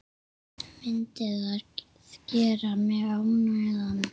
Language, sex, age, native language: Icelandic, male, 8, Icelandic